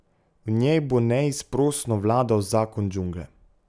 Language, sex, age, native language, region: Slovenian, male, 18-29, Slovenian, Pomurje region